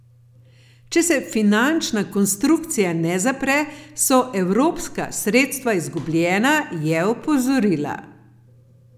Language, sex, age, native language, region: Slovenian, female, 50-59, Slovenian, Gorenjska region